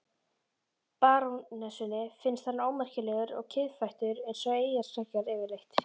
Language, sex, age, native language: Icelandic, female, 12, Icelandic